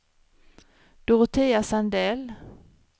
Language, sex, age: Swedish, female, 53